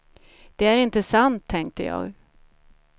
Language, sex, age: Swedish, female, 47